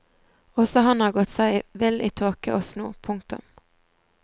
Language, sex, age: Norwegian, female, 20